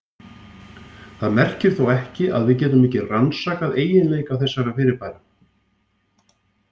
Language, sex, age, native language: Icelandic, male, 50-59, Icelandic